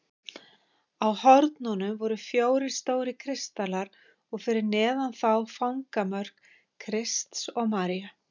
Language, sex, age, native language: Icelandic, female, 50-59, Icelandic